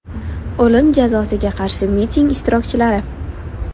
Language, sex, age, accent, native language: Uzbek, female, 18-24, Buxoro, Uzbek